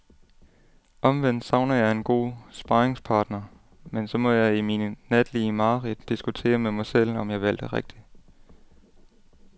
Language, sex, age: Danish, male, 18